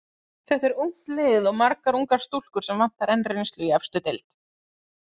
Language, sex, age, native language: Icelandic, female, 30-39, Icelandic